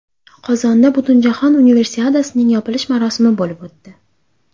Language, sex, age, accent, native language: Uzbek, female, 18-24, Andijon, Uzbek